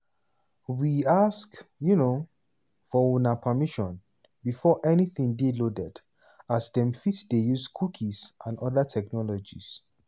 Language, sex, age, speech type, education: Nigerian Pidgin, male, 15-29, spontaneous, tertiary